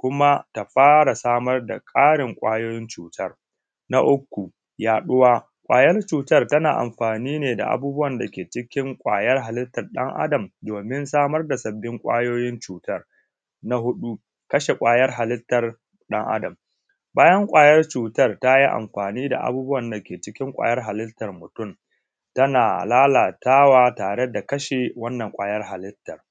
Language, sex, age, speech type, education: Hausa, male, 15-29, spontaneous, tertiary